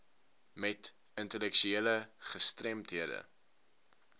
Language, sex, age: Afrikaans, male, 19